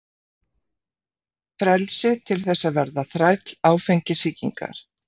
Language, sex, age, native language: Icelandic, female, 50-59, Icelandic